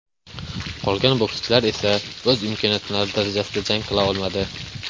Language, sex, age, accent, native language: Uzbek, male, 18-24, Andijon, Uzbek